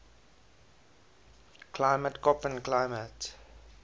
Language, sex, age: English, male, 20